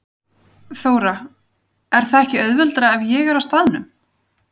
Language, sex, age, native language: Icelandic, female, 30-39, Icelandic